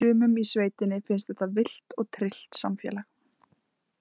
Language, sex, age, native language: Icelandic, female, 20-29, Icelandic